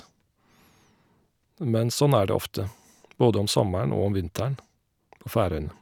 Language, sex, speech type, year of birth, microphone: Norwegian, male, spontaneous, 1972, Shure